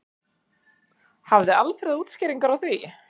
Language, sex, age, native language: Icelandic, female, 30-39, Icelandic